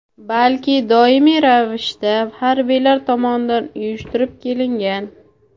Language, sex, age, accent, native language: Uzbek, female, 18-24, Samarqand, Uzbek